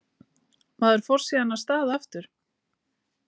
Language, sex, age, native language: Icelandic, female, 40-49, Icelandic